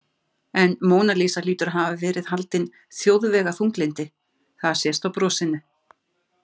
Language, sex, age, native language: Icelandic, female, 50-59, Icelandic